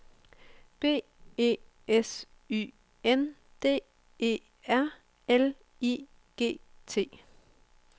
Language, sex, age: Danish, female, 24